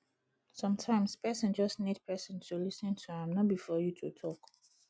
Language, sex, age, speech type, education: Nigerian Pidgin, female, 30-45, spontaneous, tertiary